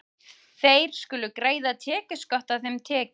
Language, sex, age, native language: Icelandic, female, 30-39, Icelandic